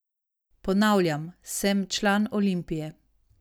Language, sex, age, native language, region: Slovenian, female, 30-49, Slovenian, Savinja region